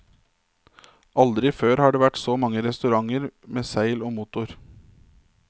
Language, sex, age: Norwegian, male, 27